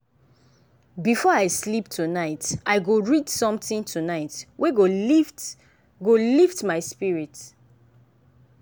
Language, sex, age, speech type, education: Nigerian Pidgin, female, 15-29, spontaneous, tertiary